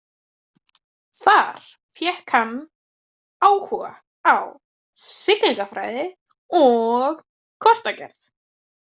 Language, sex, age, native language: Icelandic, female, 20-29, Icelandic